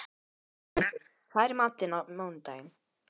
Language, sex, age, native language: Icelandic, female, 12, Icelandic